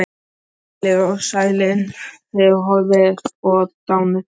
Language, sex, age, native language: Icelandic, male, 12, Icelandic